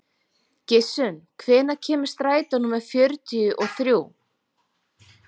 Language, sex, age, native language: Icelandic, female, 40-49, Icelandic